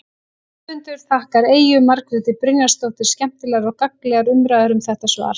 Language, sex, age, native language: Icelandic, female, 18-19, Icelandic